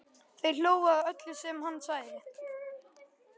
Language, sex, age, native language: Icelandic, male, 11, Icelandic